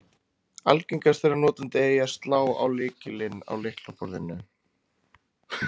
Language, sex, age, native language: Icelandic, male, 20-29, Icelandic